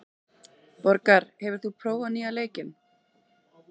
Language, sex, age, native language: Icelandic, female, 30-39, Icelandic